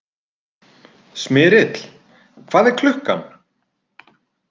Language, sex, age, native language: Icelandic, male, 30-39, Icelandic